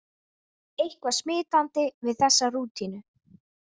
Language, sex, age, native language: Icelandic, female, 20-29, Icelandic